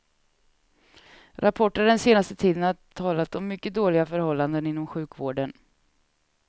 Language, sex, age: Swedish, female, 36